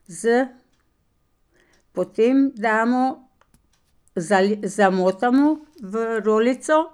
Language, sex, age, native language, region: Slovenian, female, 60+, Slovenian, Pomurje region